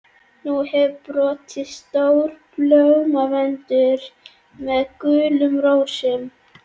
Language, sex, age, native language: Icelandic, female, 11, Icelandic